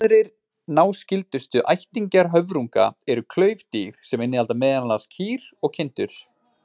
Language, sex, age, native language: Icelandic, male, 20-29, Icelandic